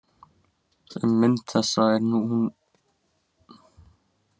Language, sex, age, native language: Icelandic, male, 16, Icelandic